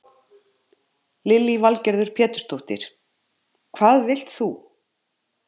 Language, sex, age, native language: Icelandic, male, 50-59, Icelandic